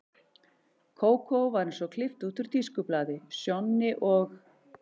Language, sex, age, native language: Icelandic, male, 11, Icelandic